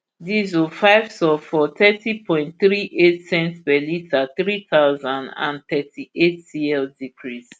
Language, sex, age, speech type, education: Nigerian Pidgin, female, 30-45, spontaneous, tertiary